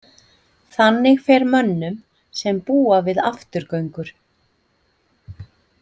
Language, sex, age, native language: Icelandic, female, 50-59, Icelandic